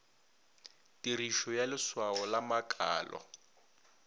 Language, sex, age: Northern Sotho, male, 20